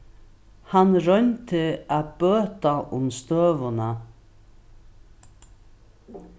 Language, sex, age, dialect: Faroese, female, 61+, Norðuroyggjar